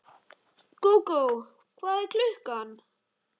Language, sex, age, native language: Icelandic, male, 13, Icelandic